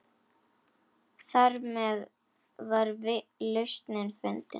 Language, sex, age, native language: Icelandic, female, 10, Icelandic